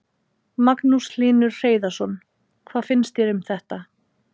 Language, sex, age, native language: Icelandic, female, 30-39, Icelandic